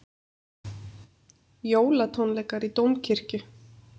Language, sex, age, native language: Icelandic, female, 30-39, Icelandic